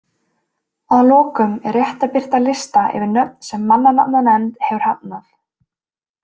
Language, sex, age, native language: Icelandic, female, 20-29, Icelandic